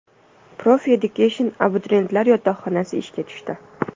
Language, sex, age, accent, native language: Uzbek, female, 25-34, Toshkent shahri, Uzbek